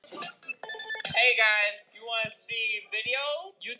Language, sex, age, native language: Icelandic, other, 12, Icelandic